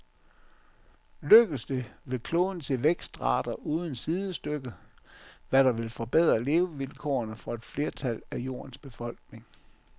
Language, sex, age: Danish, male, 57